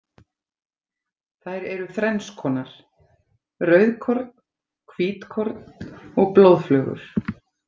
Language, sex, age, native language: Icelandic, female, 40-49, Icelandic